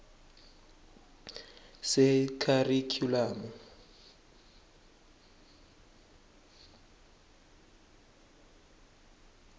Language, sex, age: South Ndebele, male, 21